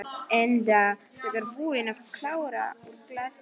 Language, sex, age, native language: Icelandic, female, 11, Polish